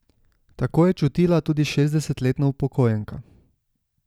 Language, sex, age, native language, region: Slovenian, male, 18-29, Slovenian, Savinja region